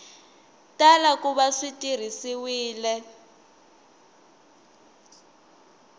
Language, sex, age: Tsonga, female, 19